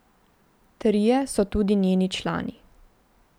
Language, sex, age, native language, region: Slovenian, female, 18-29, Slovenian, Central Slovenia